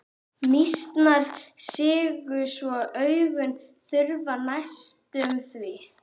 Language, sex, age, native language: Icelandic, male, 11, Icelandic